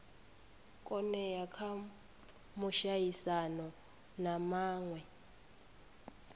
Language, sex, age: Venda, female, 25